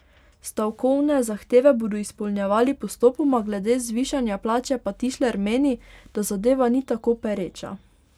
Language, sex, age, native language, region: Slovenian, female, 18-29, Slovenian, Pomurje region